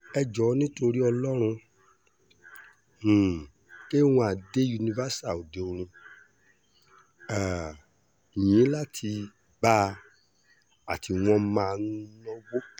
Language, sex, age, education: Yoruba, male, 30-45, tertiary